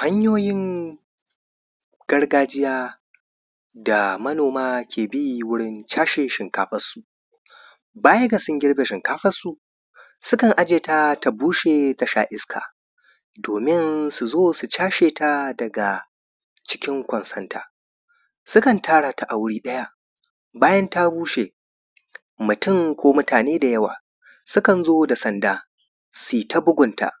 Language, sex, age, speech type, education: Hausa, male, 15-29, spontaneous, primary